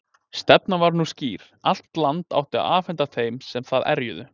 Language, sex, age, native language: Icelandic, male, 20-29, Icelandic